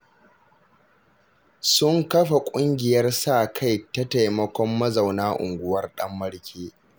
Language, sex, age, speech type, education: Hausa, male, 15-29, read, tertiary